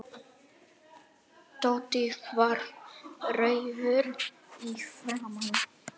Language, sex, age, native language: Icelandic, male, 9, Icelandic